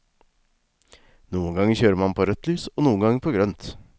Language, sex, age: Norwegian, male, 36